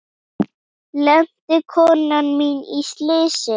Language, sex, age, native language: Icelandic, female, 8, Icelandic